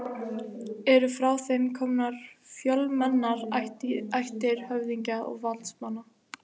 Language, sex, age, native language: Icelandic, female, 18-19, Icelandic